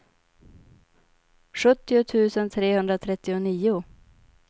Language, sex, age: Swedish, female, 25